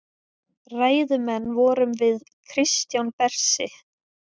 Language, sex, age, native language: Icelandic, female, 20-29, Icelandic